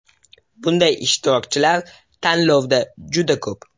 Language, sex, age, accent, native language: Uzbek, male, 18-24, Toshkent shahri, Uzbek